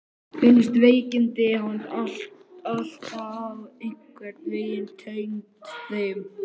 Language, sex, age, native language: Icelandic, male, 11, Icelandic